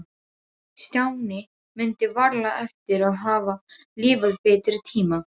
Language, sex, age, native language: Icelandic, female, 12, Serbo-Croatian